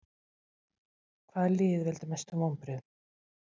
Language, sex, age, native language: Icelandic, female, 50-59, Icelandic